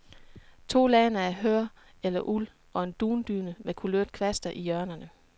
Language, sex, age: Danish, female, 36